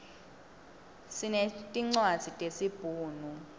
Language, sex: Swati, female